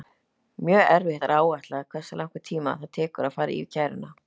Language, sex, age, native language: Icelandic, other, 30-39, Icelandic